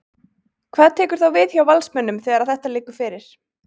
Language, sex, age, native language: Icelandic, female, 20-29, Icelandic